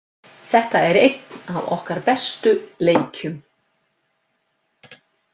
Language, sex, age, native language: Icelandic, female, 50-59, Icelandic